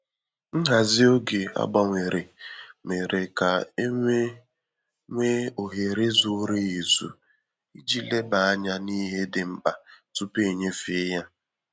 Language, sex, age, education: Igbo, male, 15-29, tertiary